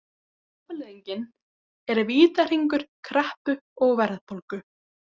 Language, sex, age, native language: Icelandic, female, 18-19, Icelandic